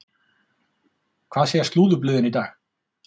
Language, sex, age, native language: Icelandic, male, 40-49, Icelandic